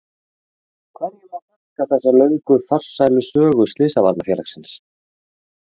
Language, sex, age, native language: Icelandic, male, 30-39, Icelandic